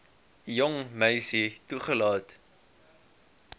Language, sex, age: Afrikaans, male, 18